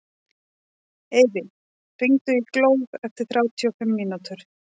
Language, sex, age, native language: Icelandic, female, 40-49, Icelandic